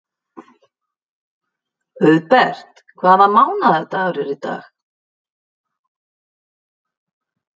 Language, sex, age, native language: Icelandic, female, 50-59, Icelandic